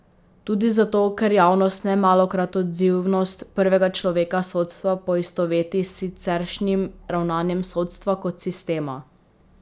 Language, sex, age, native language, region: Slovenian, female, 18-29, Slovenian, Drava region